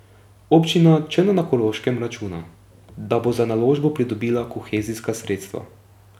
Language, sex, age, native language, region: Slovenian, male, 18-29, Slovenian, Drava region